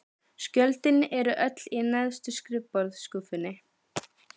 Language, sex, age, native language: Icelandic, female, 12, Icelandic